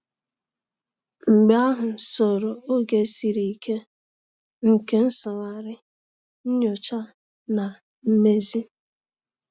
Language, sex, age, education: Igbo, female, 30-45, tertiary